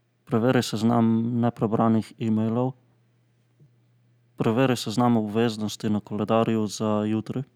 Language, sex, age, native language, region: Slovenian, male, 30-49, Slovenian, Central Slovenia